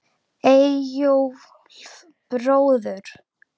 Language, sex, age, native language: Icelandic, female, 10, Icelandic